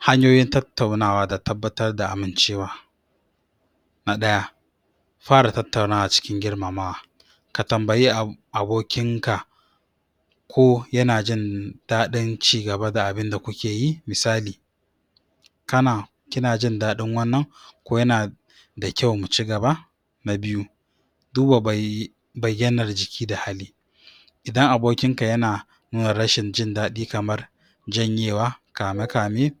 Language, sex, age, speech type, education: Hausa, male, 46-60, spontaneous, tertiary